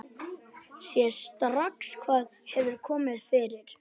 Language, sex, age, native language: Icelandic, male, 11, Icelandic